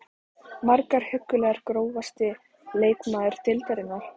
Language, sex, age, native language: Icelandic, female, 14, Icelandic